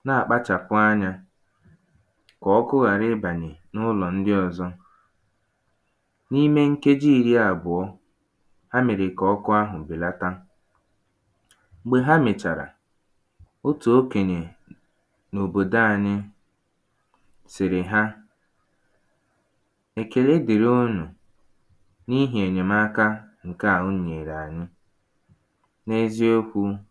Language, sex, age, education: Igbo, male, 15-29, tertiary